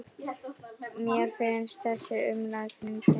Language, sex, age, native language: Icelandic, female, 9, Icelandic